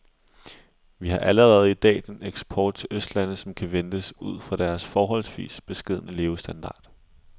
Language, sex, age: Danish, male, 20